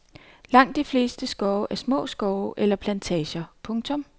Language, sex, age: Danish, female, 39